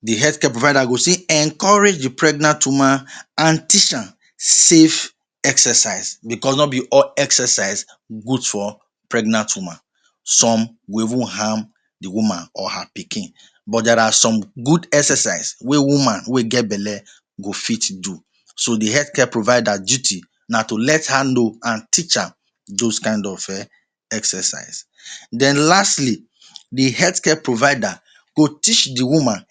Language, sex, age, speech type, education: Nigerian Pidgin, male, 30-45, spontaneous, tertiary